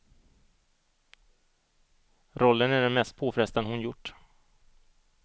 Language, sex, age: Swedish, male, 38